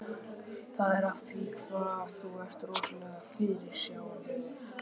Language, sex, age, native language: Icelandic, male, 13, Icelandic